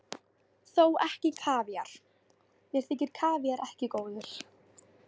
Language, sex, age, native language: Icelandic, female, 13, Icelandic